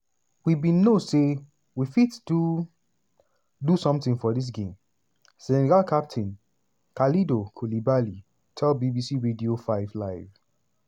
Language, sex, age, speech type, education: Nigerian Pidgin, male, 15-29, spontaneous, tertiary